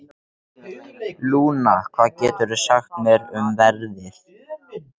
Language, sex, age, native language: Icelandic, male, 13, Icelandic